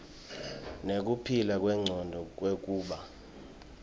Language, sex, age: Swati, male, 23